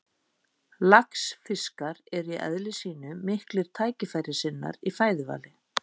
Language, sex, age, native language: Icelandic, female, 50-59, Icelandic